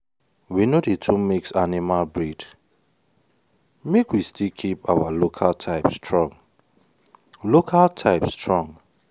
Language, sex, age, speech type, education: Nigerian Pidgin, male, 15-29, spontaneous, tertiary